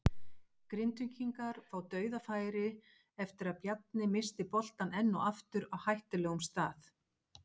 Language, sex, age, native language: Icelandic, female, 50-59, Icelandic